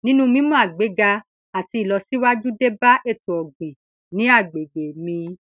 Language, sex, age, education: Yoruba, female, 30-45, secondary